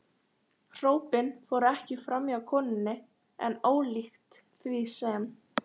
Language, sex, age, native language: Icelandic, female, 13, Icelandic